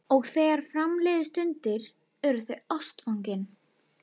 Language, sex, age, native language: Icelandic, female, 11, Icelandic